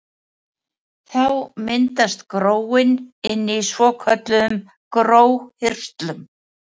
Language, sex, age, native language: Icelandic, female, 70-79, Icelandic